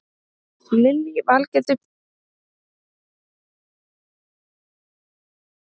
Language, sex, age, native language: Icelandic, female, 30-39, Icelandic